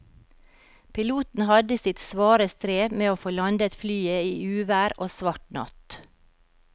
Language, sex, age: Norwegian, female, 52